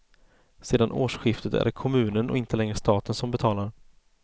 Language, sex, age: Swedish, male, 30